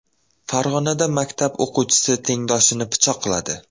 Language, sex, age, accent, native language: Uzbek, male, 12-17, Toshkent viloyati, Uzbek